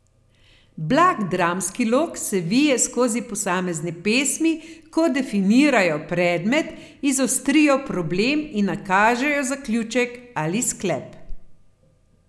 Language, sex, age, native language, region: Slovenian, female, 50-59, Slovenian, Gorenjska region